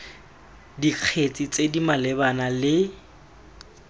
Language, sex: Tswana, male